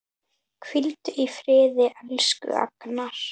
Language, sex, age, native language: Icelandic, female, 10, Icelandic